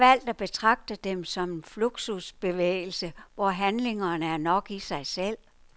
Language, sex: Danish, female